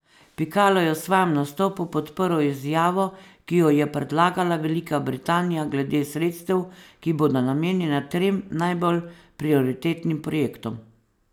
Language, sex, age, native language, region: Slovenian, female, 50-59, Slovenian, Savinja region